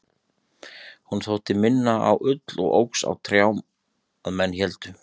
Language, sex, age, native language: Icelandic, male, 30-39, Icelandic